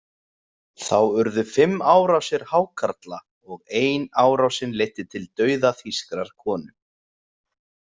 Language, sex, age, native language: Icelandic, male, 20-29, Icelandic